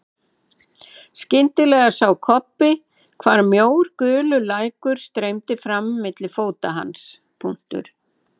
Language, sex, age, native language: Icelandic, female, 70-79, Icelandic